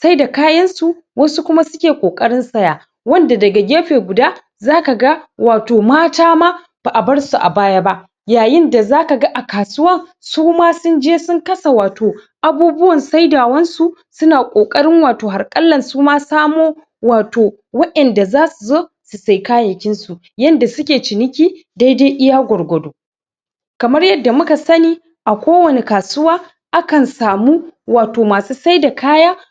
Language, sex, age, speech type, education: Hausa, male, 15-29, spontaneous, secondary